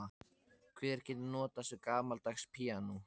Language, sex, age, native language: Icelandic, male, 14, Icelandic